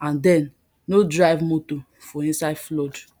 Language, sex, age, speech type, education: Nigerian Pidgin, female, 30-45, spontaneous, tertiary